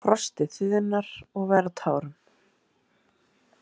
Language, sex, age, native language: Icelandic, female, 30-39, Icelandic